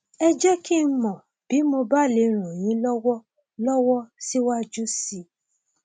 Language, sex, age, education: Yoruba, female, 30-45, tertiary